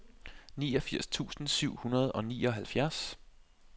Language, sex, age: Danish, male, 25